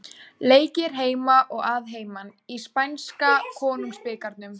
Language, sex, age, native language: Icelandic, female, 18-19, Icelandic